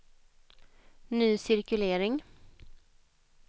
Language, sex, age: Swedish, female, 21